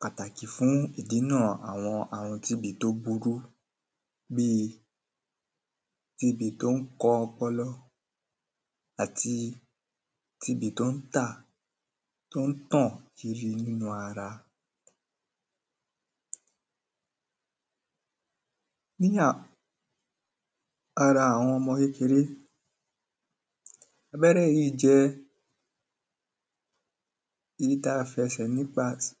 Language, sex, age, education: Yoruba, male, 15-29, primary